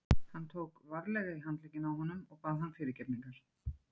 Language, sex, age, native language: Icelandic, female, 40-49, Icelandic